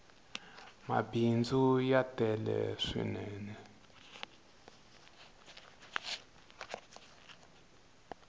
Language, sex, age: Tsonga, male, 22